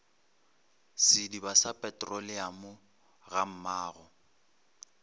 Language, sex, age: Northern Sotho, male, 23